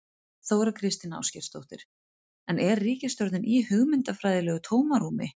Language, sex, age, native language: Icelandic, female, 30-39, Icelandic